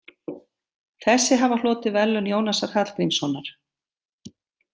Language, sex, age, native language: Icelandic, female, 50-59, Icelandic